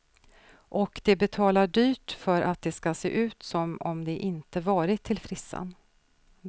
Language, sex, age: Swedish, female, 46